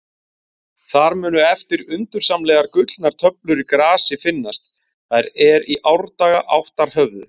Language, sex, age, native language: Icelandic, male, 40-49, Icelandic